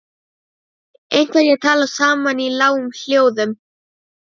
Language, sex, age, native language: Icelandic, female, 12, Icelandic